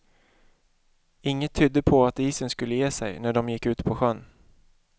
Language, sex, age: Swedish, male, 31